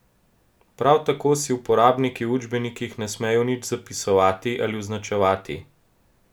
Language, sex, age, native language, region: Slovenian, male, 18-29, Slovenian, Gorenjska region